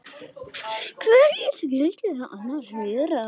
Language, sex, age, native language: Icelandic, male, 10, Icelandic